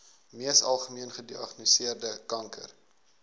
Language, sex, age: Afrikaans, male, 19